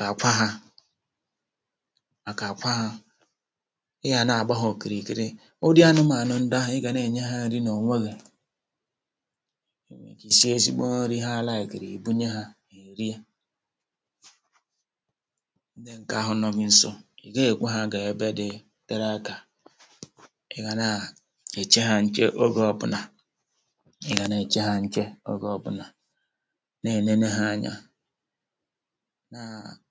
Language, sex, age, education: Igbo, male, 46-60, tertiary